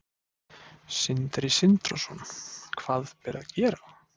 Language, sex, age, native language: Icelandic, male, 20-29, Icelandic